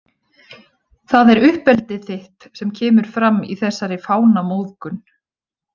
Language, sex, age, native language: Icelandic, female, 20-29, Icelandic